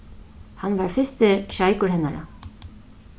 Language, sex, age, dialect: Faroese, female, 36-60, Suðurstreymoy